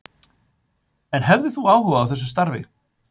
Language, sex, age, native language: Icelandic, male, 50-59, Icelandic